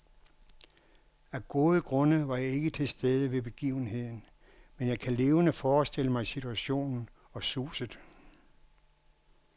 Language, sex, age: Danish, male, 61